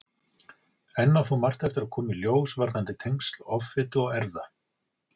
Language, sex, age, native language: Icelandic, male, 40-49, Icelandic